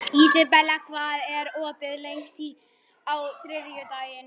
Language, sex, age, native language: Icelandic, male, 11, Icelandic